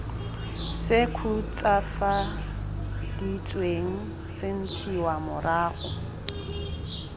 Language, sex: Tswana, female